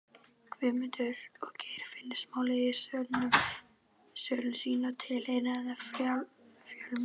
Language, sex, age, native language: Icelandic, female, 12, Icelandic